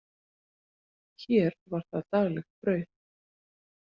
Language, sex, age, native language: Icelandic, female, 40-49, Icelandic